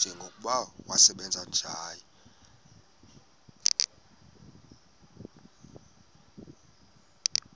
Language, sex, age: Xhosa, male, 18